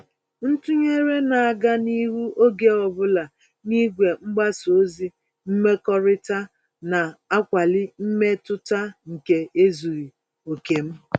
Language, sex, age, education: Igbo, female, 46-60, tertiary